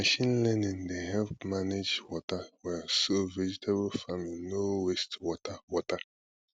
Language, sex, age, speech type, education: Nigerian Pidgin, male, 15-29, spontaneous, tertiary